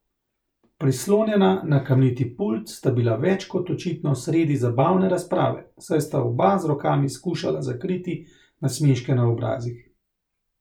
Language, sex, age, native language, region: Slovenian, male, 30-49, Slovenian, Central Slovenia